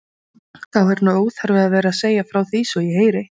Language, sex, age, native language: Icelandic, female, 20-29, Icelandic